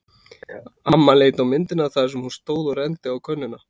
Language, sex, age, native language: Icelandic, male, 30-39, Icelandic